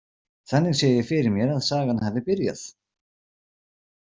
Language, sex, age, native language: Icelandic, male, 40-49, Icelandic